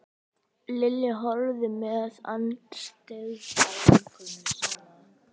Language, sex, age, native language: Icelandic, male, 11, Icelandic